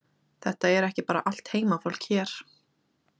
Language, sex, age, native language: Icelandic, female, 20-29, Icelandic